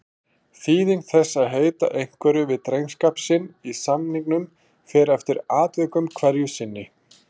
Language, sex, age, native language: Icelandic, male, 40-49, Icelandic